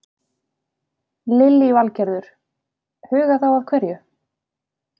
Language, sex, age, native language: Icelandic, female, 30-39, Icelandic